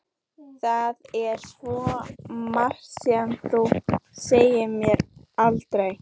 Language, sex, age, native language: Icelandic, female, 14, Icelandic